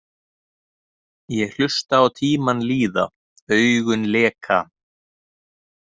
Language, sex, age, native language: Icelandic, male, 30-39, Icelandic